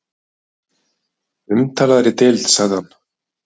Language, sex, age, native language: Icelandic, male, 50-59, Icelandic